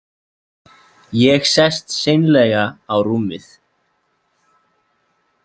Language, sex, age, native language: Icelandic, male, 20-29, Icelandic